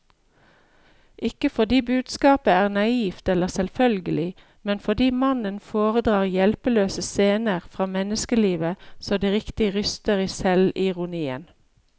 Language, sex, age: Norwegian, female, 53